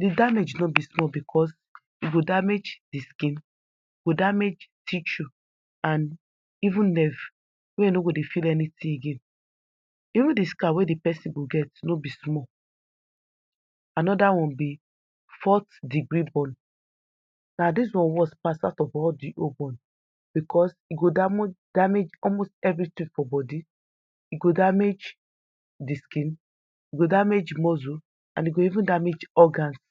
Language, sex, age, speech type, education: Nigerian Pidgin, female, 30-45, spontaneous, tertiary